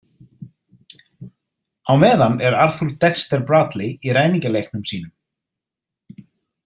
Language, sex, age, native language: Icelandic, male, 30-39, Icelandic